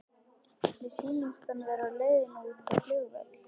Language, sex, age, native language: Icelandic, female, 11, Icelandic